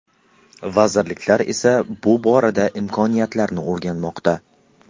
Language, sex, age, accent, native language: Uzbek, male, 18-24, Qashqadaryo, Uzbek